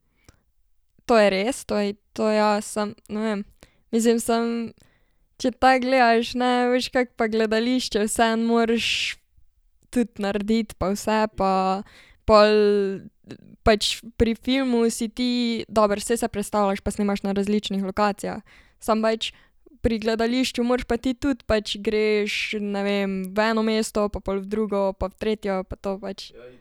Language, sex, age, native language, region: Slovenian, female, 12-17, Slovenian, Savinja region